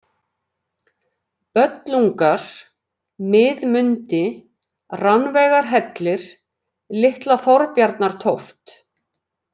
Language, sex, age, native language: Icelandic, female, 50-59, Icelandic